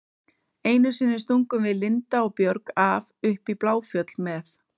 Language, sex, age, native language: Icelandic, female, 30-39, Icelandic